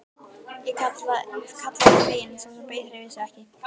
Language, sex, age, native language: Icelandic, female, 12, Icelandic